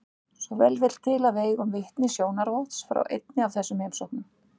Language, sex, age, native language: Icelandic, female, 60-69, Icelandic